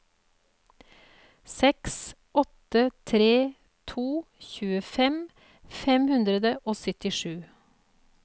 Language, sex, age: Norwegian, female, 48